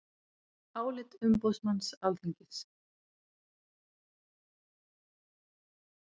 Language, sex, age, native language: Icelandic, female, 30-39, Icelandic